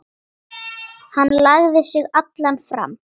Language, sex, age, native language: Icelandic, female, 9, Icelandic